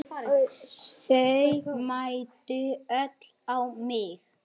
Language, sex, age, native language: Icelandic, male, 9, Icelandic